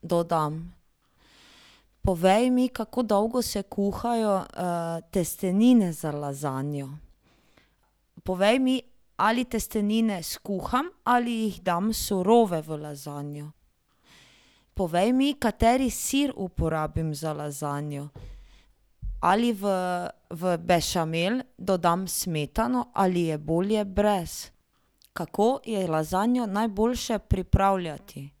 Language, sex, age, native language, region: Slovenian, female, 30-49, Slovenian, Drava region